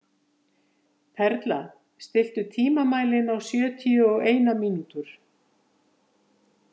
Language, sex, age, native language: Icelandic, female, 50-59, Icelandic